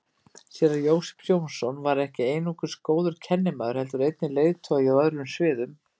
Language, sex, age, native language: Icelandic, female, 50-59, Icelandic